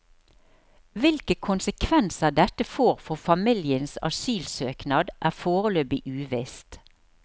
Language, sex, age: Norwegian, female, 63